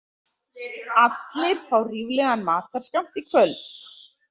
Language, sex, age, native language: Icelandic, female, 40-49, Icelandic